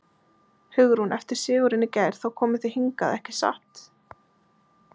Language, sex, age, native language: Icelandic, female, 20-29, Icelandic